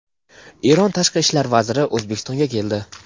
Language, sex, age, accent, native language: Uzbek, male, 19-29, Namangan, Uzbek